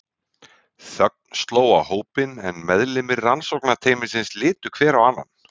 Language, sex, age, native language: Icelandic, male, 30-39, Icelandic